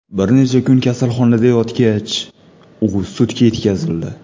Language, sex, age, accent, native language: Uzbek, male, 25-34, Toshkent shahri, Uzbek